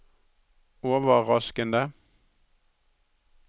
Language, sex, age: Norwegian, male, 63